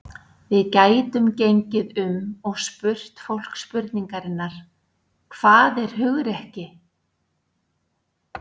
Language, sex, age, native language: Icelandic, female, 60-69, Icelandic